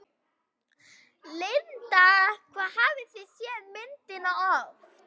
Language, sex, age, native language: Icelandic, female, 11, Icelandic